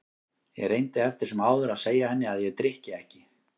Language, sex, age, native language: Icelandic, male, 18-19, Icelandic